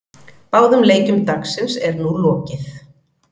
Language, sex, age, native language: Icelandic, female, 40-49, Icelandic